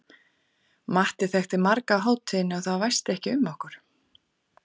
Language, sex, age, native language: Icelandic, female, 40-49, Icelandic